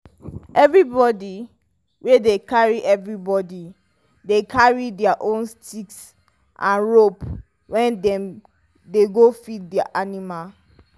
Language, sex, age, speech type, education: Nigerian Pidgin, female, 15-29, spontaneous, tertiary